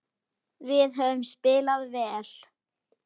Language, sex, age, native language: Icelandic, female, 10, Icelandic